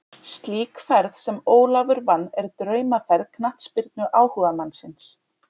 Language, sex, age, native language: Icelandic, female, 30-39, Icelandic